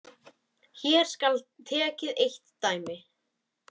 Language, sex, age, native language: Icelandic, male, 10, Icelandic